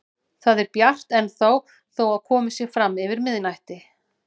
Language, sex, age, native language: Icelandic, female, 40-49, Icelandic